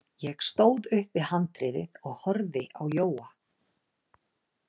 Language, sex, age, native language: Icelandic, female, 30-39, Icelandic